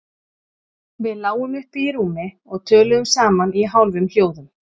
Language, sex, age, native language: Icelandic, male, 40-49, Icelandic